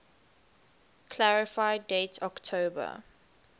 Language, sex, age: English, female, 19